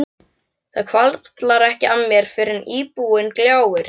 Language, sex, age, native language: Icelandic, other, 12, Icelandic